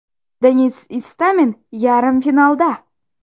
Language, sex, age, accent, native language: Uzbek, female, 12-17, Xorazm, Uzbek